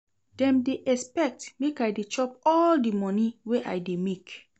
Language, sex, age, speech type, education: Nigerian Pidgin, female, 30-45, read, secondary